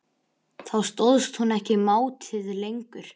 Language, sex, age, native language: Icelandic, male, 11, Icelandic